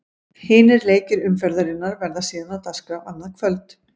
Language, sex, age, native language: Icelandic, female, 50-59, Icelandic